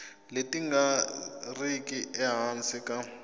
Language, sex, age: Tsonga, male, 26